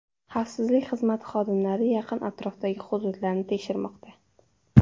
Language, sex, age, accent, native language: Uzbek, female, 12-17, Toshkent shahri, Uzbek